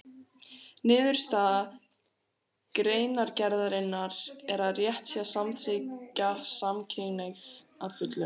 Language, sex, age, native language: Icelandic, female, 18-19, Icelandic